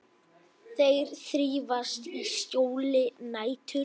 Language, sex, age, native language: Icelandic, male, 10, Icelandic